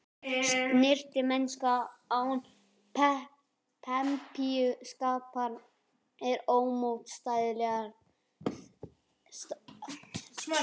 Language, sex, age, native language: Icelandic, female, 12, Icelandic